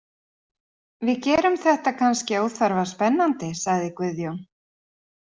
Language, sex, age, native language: Icelandic, female, 40-49, Icelandic